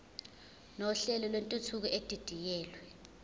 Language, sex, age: Zulu, female, 21